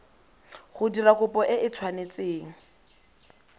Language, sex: Tswana, female